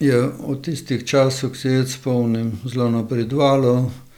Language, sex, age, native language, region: Slovenian, male, 60+, Slovenian, Gorenjska region